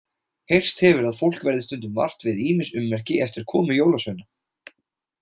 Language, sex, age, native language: Icelandic, male, 20-29, Icelandic